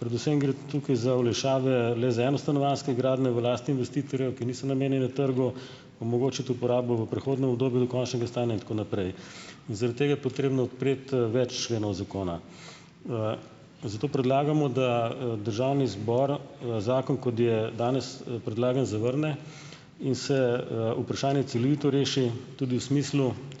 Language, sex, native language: Slovenian, male, Slovenian